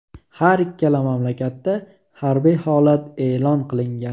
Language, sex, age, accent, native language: Uzbek, male, 18-24, Namangan, Uzbek